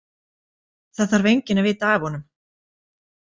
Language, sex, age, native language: Icelandic, female, 40-49, Icelandic